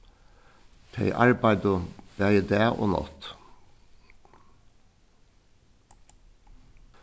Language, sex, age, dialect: Faroese, male, 61+, Suðurstreymoy